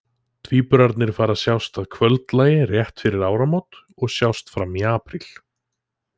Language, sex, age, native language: Icelandic, male, 20-29, Icelandic